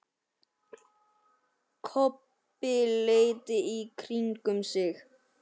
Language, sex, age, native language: Icelandic, male, 10, Icelandic